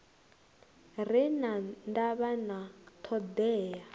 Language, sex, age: Venda, female, 21